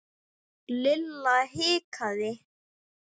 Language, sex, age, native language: Icelandic, male, 10, Icelandic